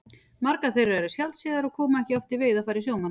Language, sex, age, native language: Icelandic, female, 40-49, Icelandic